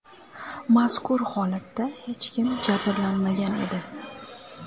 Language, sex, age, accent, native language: Uzbek, female, 19-29, Samarqand, Uzbek